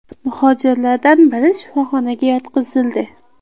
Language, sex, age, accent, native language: Uzbek, female, 18-24, Qashqadaryo, Uzbek